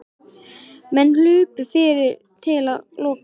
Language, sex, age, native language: Icelandic, female, 13, Icelandic